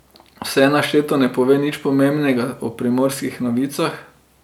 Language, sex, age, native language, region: Slovenian, male, 30-49, Slovenian, Drava region